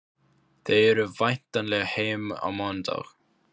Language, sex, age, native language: Icelandic, male, 15, Icelandic